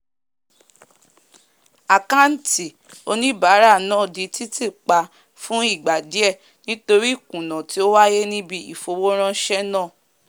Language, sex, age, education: Yoruba, female, 15-29, tertiary